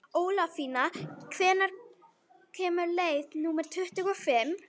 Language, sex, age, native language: Icelandic, female, 11, Icelandic